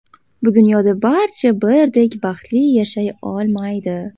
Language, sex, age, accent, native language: Uzbek, female, under 19, Toshkent shahri, Uzbek